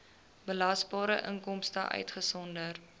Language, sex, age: Afrikaans, female, 20